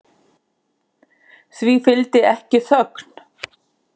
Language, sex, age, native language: Icelandic, female, 50-59, Icelandic